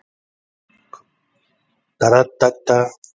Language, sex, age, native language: Icelandic, male, 40-49, Icelandic